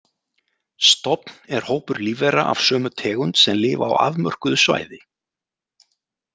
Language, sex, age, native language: Icelandic, male, 40-49, Icelandic